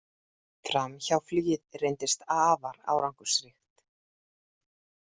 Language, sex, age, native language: Icelandic, female, 40-49, Icelandic